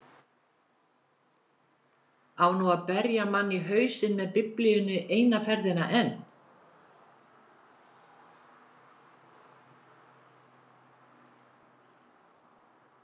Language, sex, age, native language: Icelandic, female, 70-79, Icelandic